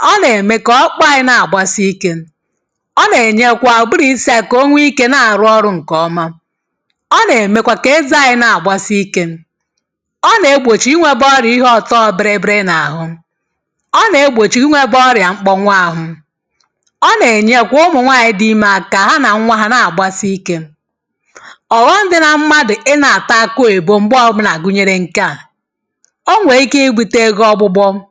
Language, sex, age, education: Igbo, female, 30-45, tertiary